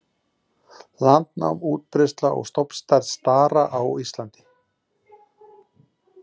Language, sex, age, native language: Icelandic, male, 40-49, Icelandic